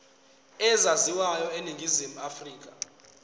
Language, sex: Zulu, male